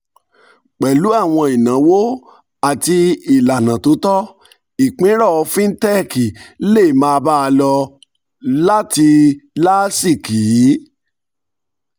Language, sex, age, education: Yoruba, male, 46-60, tertiary